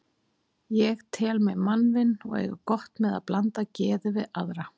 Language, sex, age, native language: Icelandic, female, 40-49, Icelandic